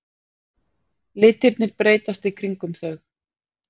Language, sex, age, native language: Icelandic, female, 40-49, Icelandic